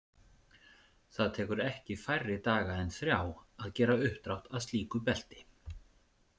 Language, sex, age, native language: Icelandic, male, 40-49, Icelandic